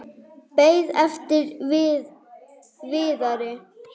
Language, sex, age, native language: Icelandic, female, 5, Icelandic